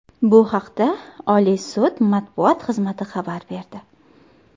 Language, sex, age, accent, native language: Uzbek, female, 19-29, Qashqadaryo, Uzbek